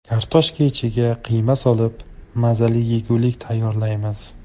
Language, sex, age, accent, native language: Uzbek, male, 18-24, Farg'ona, Tajik